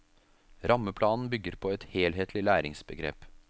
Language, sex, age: Norwegian, male, 33